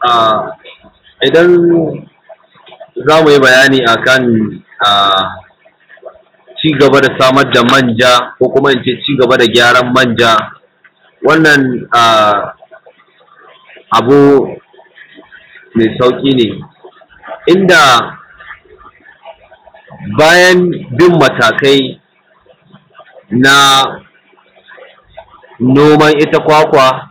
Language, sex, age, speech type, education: Hausa, male, 15-29, spontaneous, tertiary